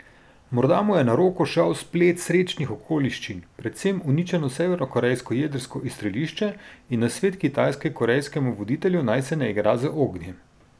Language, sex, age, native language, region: Slovenian, male, 30-49, Slovenian, Drava region